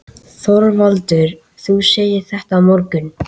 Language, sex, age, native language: Icelandic, male, 13, Icelandic